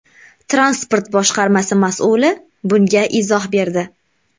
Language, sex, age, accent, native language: Uzbek, female, 18-24, Namangan, Uzbek